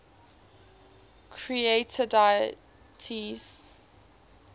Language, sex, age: English, female, 18